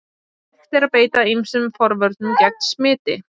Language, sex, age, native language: Icelandic, female, 20-29, Icelandic